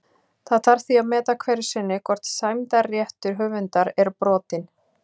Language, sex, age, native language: Icelandic, female, 30-39, Icelandic